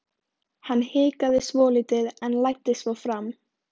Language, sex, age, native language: Icelandic, female, 13, Icelandic